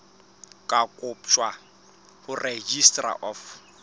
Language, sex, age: Southern Sotho, male, 35